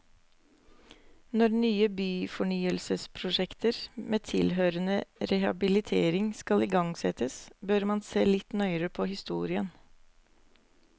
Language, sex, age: Norwegian, female, 24